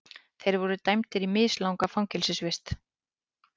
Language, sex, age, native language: Icelandic, female, 18-19, Icelandic